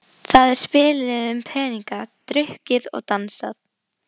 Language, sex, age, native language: Icelandic, female, 12, Icelandic